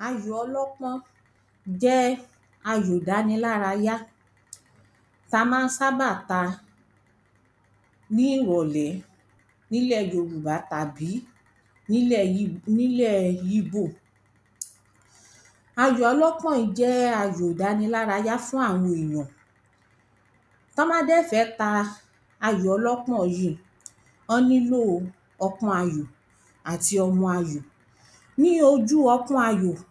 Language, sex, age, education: Yoruba, female, 30-45, primary